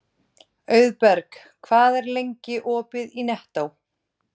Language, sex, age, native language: Icelandic, female, 30-39, Icelandic